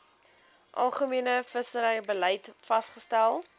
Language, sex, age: Afrikaans, female, 19